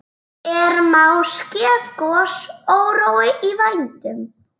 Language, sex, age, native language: Icelandic, female, 9, Icelandic